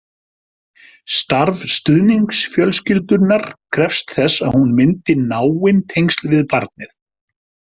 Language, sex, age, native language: Icelandic, male, 50-59, Icelandic